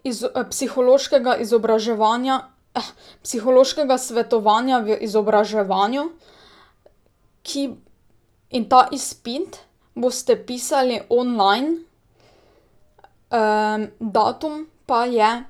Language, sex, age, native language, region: Slovenian, female, 18-29, Slovenian, Drava region